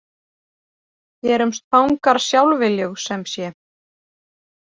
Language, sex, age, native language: Icelandic, female, 40-49, Icelandic